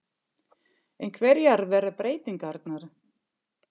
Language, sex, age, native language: Icelandic, female, 50-59, German